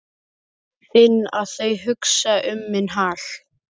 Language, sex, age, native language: Icelandic, male, 11, Icelandic